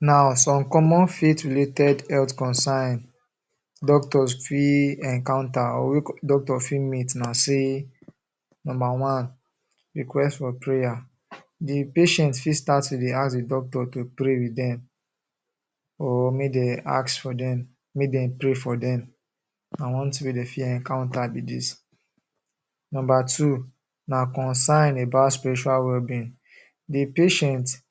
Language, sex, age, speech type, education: Nigerian Pidgin, male, 15-29, spontaneous, secondary